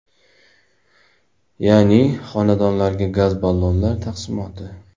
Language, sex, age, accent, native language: Uzbek, male, 18-24, Namangan, Uzbek